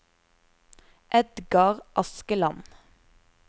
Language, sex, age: Norwegian, female, 24